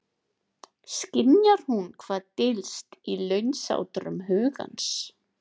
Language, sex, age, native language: Icelandic, female, 30-39, Icelandic